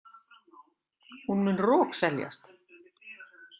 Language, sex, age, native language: Icelandic, female, 60-69, Icelandic